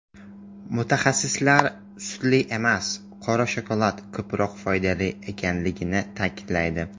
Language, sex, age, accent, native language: Uzbek, male, 18-24, Samarqand, Uzbek